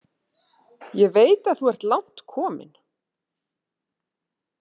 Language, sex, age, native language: Icelandic, female, 30-39, Icelandic